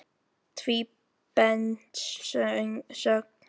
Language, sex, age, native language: Icelandic, male, 10, Filipino